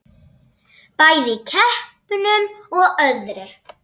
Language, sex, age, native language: Icelandic, female, 7, Icelandic